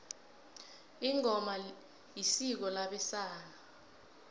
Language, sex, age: South Ndebele, female, 20